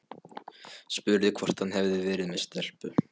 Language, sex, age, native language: Icelandic, male, 12, Polish